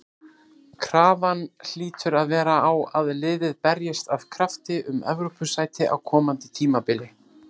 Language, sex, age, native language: Icelandic, male, 30-39, Icelandic